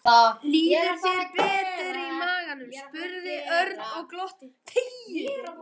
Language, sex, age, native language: Icelandic, male, 13, Icelandic